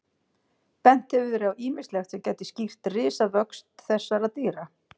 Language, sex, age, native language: Icelandic, female, 50-59, Icelandic